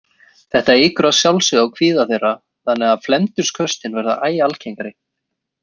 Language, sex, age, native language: Icelandic, male, 20-29, Icelandic